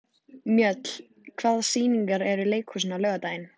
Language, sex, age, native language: Icelandic, female, 14, Icelandic